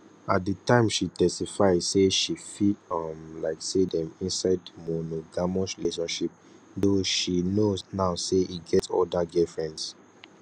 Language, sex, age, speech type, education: Nigerian Pidgin, male, 15-29, spontaneous, tertiary